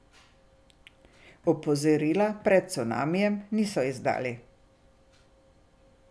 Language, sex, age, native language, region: Slovenian, female, 60+, Slovenian, Drava region